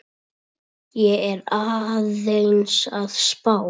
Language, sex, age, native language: Icelandic, male, 10, Icelandic